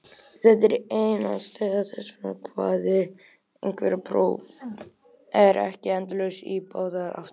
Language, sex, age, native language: Icelandic, male, 18-19, Icelandic